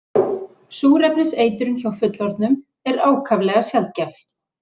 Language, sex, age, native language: Icelandic, female, 40-49, Icelandic